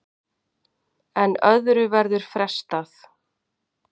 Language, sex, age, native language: Icelandic, female, 40-49, Icelandic